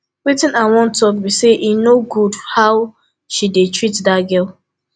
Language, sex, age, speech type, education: Nigerian Pidgin, female, 15-29, spontaneous, tertiary